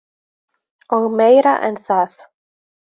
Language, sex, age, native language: Icelandic, female, 20-29, Icelandic